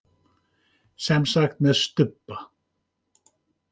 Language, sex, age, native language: Icelandic, male, 50-59, Icelandic